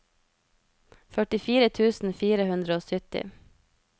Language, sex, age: Norwegian, female, 33